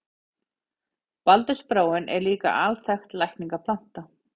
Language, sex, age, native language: Icelandic, female, 40-49, Icelandic